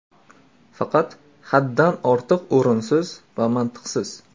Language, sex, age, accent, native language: Uzbek, male, 18-24, Navoiy, Uzbek